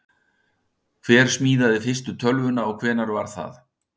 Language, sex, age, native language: Icelandic, male, 60-69, Icelandic